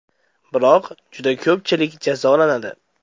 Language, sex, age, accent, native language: Uzbek, male, under 19, Andijon, Uzbek